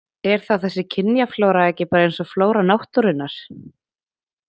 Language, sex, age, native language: Icelandic, female, 20-29, Icelandic